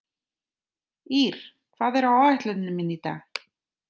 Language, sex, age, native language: Icelandic, female, 30-39, Icelandic